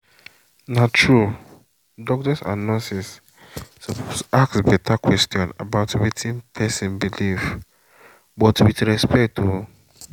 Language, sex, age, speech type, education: Nigerian Pidgin, male, 15-29, spontaneous, secondary